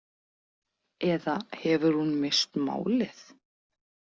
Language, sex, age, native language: Icelandic, female, 40-49, Icelandic